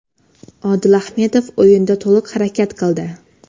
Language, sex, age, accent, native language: Uzbek, female, under 19, Xorazm, Uzbek